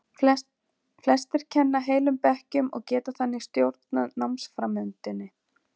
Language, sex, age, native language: Icelandic, female, 40-49, Icelandic